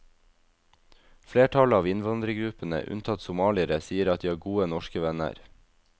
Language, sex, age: Norwegian, male, 22